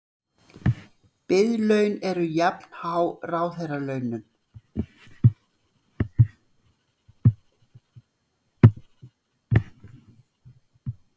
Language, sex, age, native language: Icelandic, female, 60-69, Icelandic